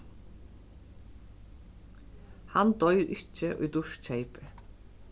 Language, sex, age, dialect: Faroese, female, 36-60, Suðurstreymoy